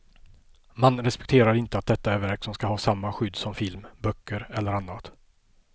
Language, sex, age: Swedish, male, 50